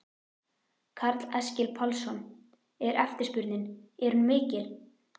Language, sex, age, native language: Icelandic, female, 11, Icelandic